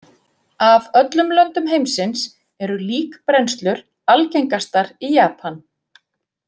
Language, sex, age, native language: Icelandic, female, 50-59, Icelandic